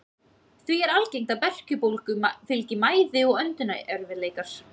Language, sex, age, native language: Icelandic, female, 20-29, Icelandic